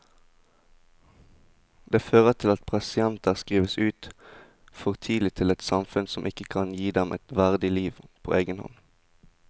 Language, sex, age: Norwegian, male, 20